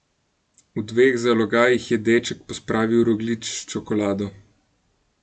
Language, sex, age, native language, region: Slovenian, male, 18-29, Slovenian, Gorenjska region